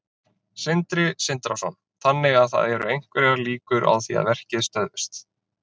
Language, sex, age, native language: Icelandic, male, 30-39, Icelandic